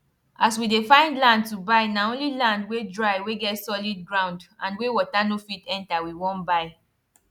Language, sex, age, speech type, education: Nigerian Pidgin, female, 15-29, spontaneous, tertiary